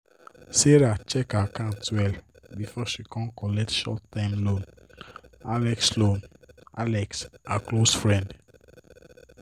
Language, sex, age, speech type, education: Nigerian Pidgin, male, 15-29, spontaneous, tertiary